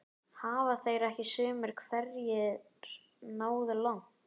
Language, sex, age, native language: Icelandic, male, 11, Icelandic